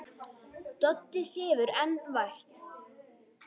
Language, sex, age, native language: Icelandic, female, 10, Icelandic